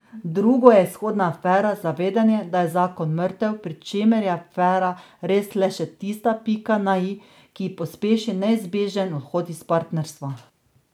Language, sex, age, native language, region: Slovenian, female, 30-49, Slovenian, Drava region